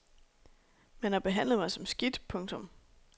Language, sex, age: Danish, female, 26